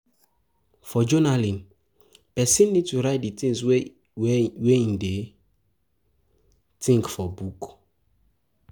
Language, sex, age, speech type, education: Nigerian Pidgin, male, 15-29, spontaneous, tertiary